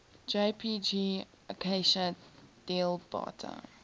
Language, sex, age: English, female, 18